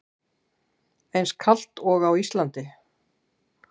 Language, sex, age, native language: Icelandic, female, 60-69, Icelandic